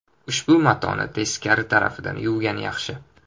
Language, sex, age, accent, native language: Uzbek, male, 18-24, Toshkent shahri, Uzbek